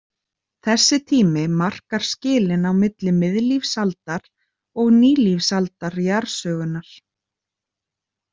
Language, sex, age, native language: Icelandic, female, 30-39, Icelandic